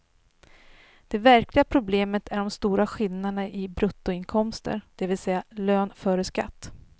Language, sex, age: Swedish, female, 39